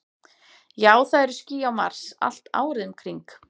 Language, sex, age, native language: Icelandic, female, 30-39, Icelandic